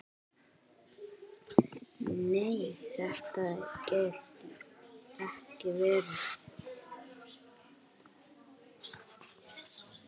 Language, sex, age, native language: Icelandic, male, 8, Icelandic